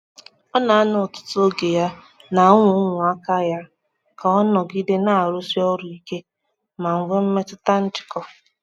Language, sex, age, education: Igbo, female, 15-29, tertiary